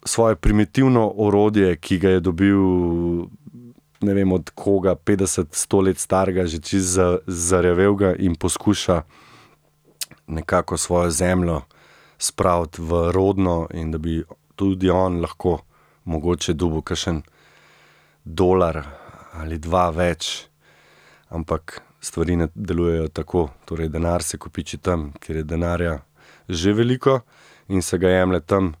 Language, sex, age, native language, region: Slovenian, male, 30-49, Slovenian, Central Slovenia